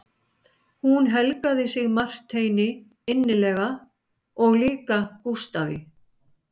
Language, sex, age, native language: Icelandic, male, 60-69, Icelandic